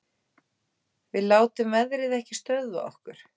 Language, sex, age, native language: Icelandic, female, 18-19, Icelandic